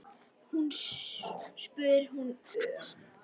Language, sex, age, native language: Icelandic, female, 10, Icelandic